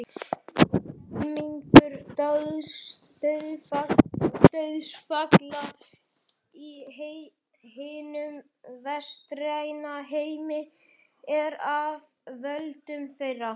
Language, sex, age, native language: Icelandic, male, 11, Icelandic